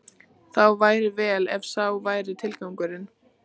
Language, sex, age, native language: Icelandic, female, 14, Icelandic